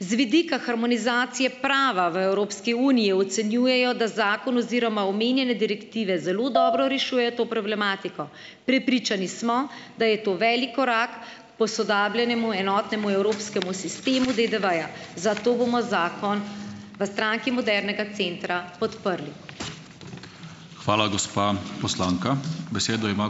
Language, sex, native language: Slovenian, female, Slovenian